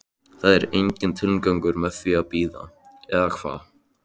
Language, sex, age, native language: Icelandic, male, 13, Icelandic